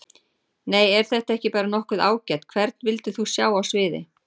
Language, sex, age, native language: Icelandic, female, 40-49, Icelandic